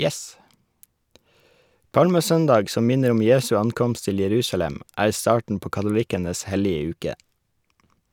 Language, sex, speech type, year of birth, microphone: Norwegian, male, read, 1981, Shure